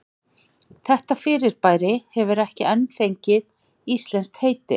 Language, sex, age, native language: Icelandic, male, 40-49, Icelandic